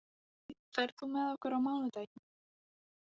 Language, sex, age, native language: Icelandic, female, 18-19, Icelandic